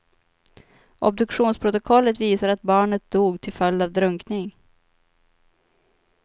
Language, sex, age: Swedish, female, 25